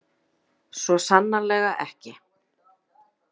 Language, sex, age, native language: Icelandic, female, 40-49, Icelandic